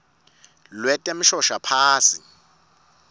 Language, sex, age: Swati, male, 25